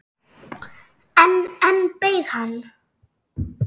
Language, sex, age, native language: Icelandic, female, 10, Icelandic